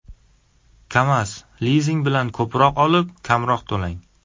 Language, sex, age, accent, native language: Uzbek, male, 18-24, Surxondaryo, Uzbek